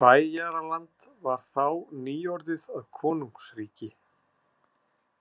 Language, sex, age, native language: Icelandic, male, 50-59, Icelandic